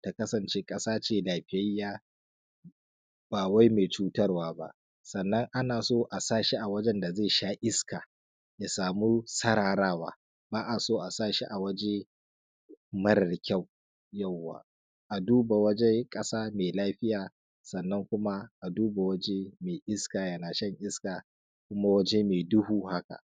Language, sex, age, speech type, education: Hausa, male, 15-29, spontaneous, tertiary